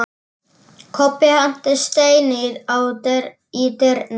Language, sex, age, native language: Icelandic, male, 10, Icelandic